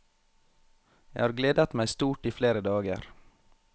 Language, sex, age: Norwegian, male, 21